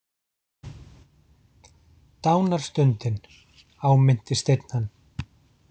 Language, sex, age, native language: Icelandic, male, 40-49, Icelandic